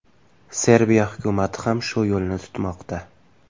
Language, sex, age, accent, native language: Uzbek, male, 18-24, Samarqand, Uzbek